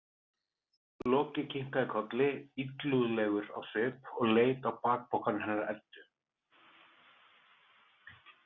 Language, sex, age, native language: Icelandic, male, 30-39, Icelandic